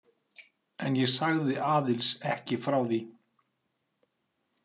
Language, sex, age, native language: Icelandic, male, 40-49, Icelandic